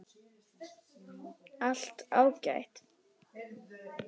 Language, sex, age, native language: Icelandic, male, 10, Icelandic